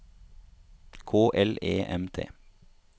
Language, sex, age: Norwegian, male, 30